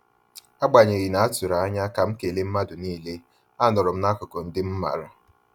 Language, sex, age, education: Igbo, male, 15-29, tertiary